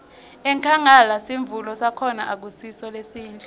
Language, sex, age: Swati, female, 21